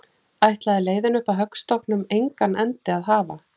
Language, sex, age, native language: Icelandic, female, 40-49, Icelandic